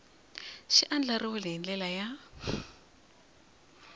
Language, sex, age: Tsonga, female, 20